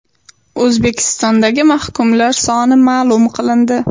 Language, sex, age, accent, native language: Uzbek, female, 18-24, Sirdaryo, Uzbek